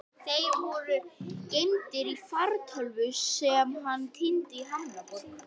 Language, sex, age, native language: Icelandic, female, 11, Icelandic